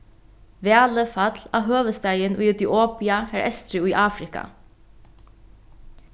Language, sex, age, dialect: Faroese, female, 36-60, Norðuroyggjar